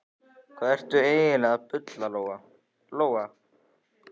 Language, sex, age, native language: Icelandic, male, 14, Icelandic